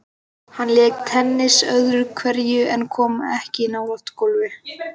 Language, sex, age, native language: Icelandic, male, 12, Icelandic